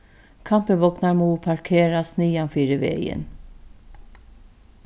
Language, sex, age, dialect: Faroese, female, 36-60, Norðurstreymoy/Eysturoy